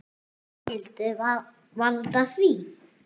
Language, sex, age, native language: Icelandic, male, 9, Icelandic